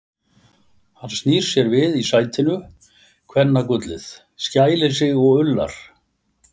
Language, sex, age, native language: Icelandic, male, 60-69, Icelandic